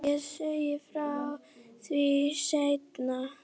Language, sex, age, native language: Icelandic, female, 8, Icelandic